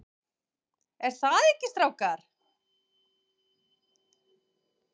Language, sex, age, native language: Icelandic, female, 40-49, Icelandic